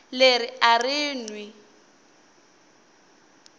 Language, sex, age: Tsonga, female, 19